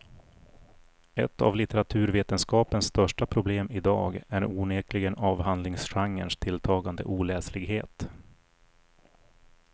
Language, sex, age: Swedish, male, 40